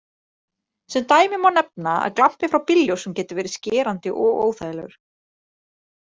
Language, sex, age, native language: Icelandic, female, 30-39, Icelandic